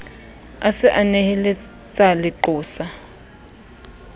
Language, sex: Southern Sotho, female